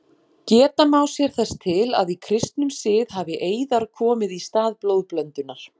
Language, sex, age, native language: Icelandic, female, 40-49, Icelandic